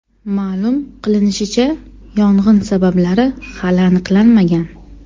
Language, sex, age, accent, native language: Uzbek, female, 18-24, Toshkent shahri, Uzbek